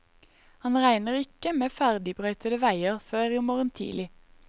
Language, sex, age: Norwegian, female, 21